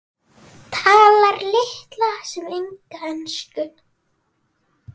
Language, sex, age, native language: Icelandic, female, 9, Icelandic